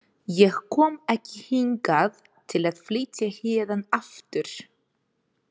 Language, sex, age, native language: Icelandic, female, 30-39, Ukrainian